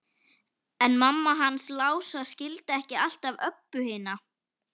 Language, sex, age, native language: Icelandic, female, 11, Icelandic